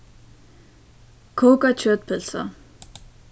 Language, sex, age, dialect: Faroese, female, 15-35, Suðurstreymoy